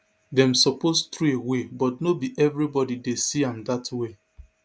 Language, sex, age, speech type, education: Nigerian Pidgin, male, 30-45, spontaneous, tertiary